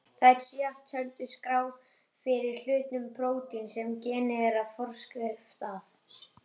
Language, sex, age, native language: Icelandic, female, 30-39, Icelandic